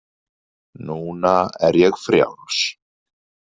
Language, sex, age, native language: Icelandic, male, 40-49, Icelandic